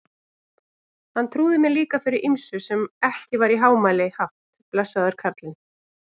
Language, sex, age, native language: Icelandic, female, 30-39, Icelandic